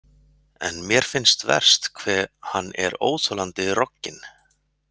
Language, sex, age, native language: Icelandic, male, 40-49, Icelandic